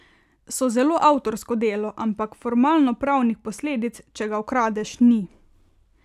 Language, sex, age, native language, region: Slovenian, female, 18-29, Slovenian, Carinthia region